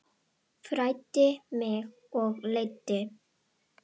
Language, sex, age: Icelandic, female, 10